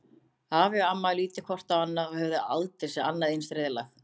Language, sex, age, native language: Icelandic, other, 30-39, Icelandic